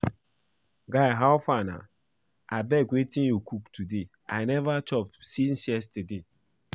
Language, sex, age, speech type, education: Nigerian Pidgin, male, 15-29, read, primary